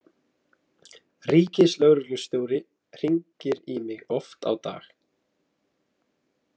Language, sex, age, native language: Icelandic, male, 20-29, Icelandic